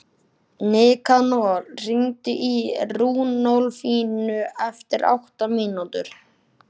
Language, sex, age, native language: Icelandic, male, 11, Icelandic